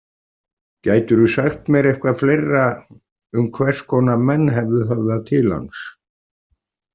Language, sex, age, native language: Icelandic, male, 40-49, Icelandic